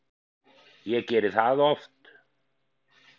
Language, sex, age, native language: Icelandic, male, 50-59, Icelandic